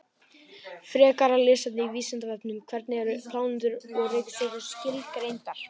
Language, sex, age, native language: Icelandic, male, 18-19, Icelandic